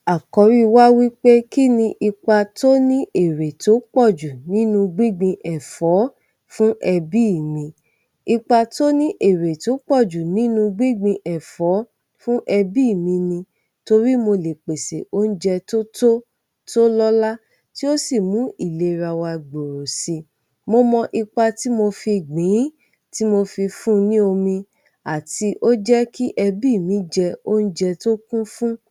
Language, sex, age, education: Yoruba, female, 30-45, tertiary